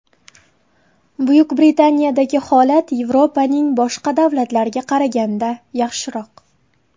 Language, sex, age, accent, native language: Uzbek, female, 18-24, Qashqadaryo, Uzbek